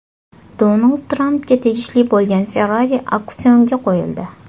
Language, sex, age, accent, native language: Uzbek, female, 18-24, Toshkent shahri, Uzbek